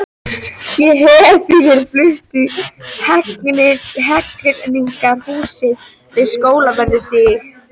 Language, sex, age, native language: Icelandic, female, 13, Icelandic